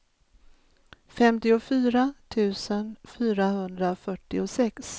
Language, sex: Swedish, female